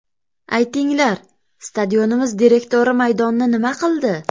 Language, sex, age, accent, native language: Uzbek, female, 25-34, Farg'ona, Uzbek